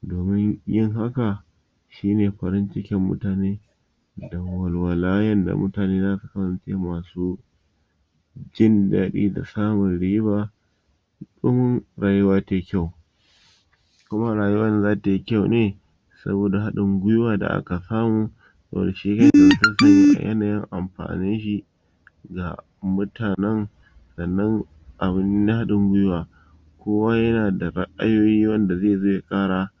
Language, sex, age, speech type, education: Hausa, male, 46-60, spontaneous, tertiary